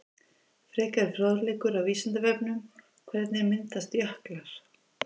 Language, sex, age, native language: Icelandic, female, 50-59, Icelandic